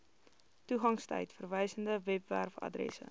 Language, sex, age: Afrikaans, female, 19